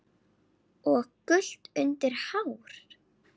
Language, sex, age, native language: Icelandic, female, 9, Icelandic